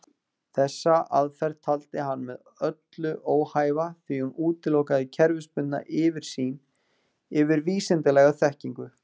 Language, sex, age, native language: Icelandic, male, 40-49, Icelandic